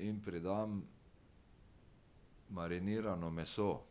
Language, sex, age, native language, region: Slovenian, male, 60+, Slovenian, Drava region